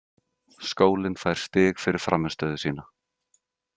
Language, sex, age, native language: Icelandic, male, 30-39, Icelandic